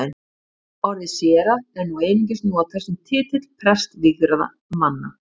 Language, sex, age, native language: Icelandic, female, 50-59, Icelandic